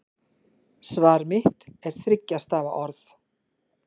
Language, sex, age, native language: Icelandic, female, 50-59, Icelandic